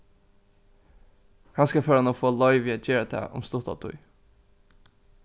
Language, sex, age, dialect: Faroese, male, 15-35, Norðuroyggjar